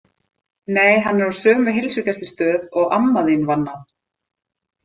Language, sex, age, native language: Icelandic, female, 30-39, Icelandic